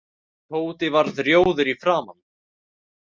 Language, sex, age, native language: Icelandic, male, 18-19, Icelandic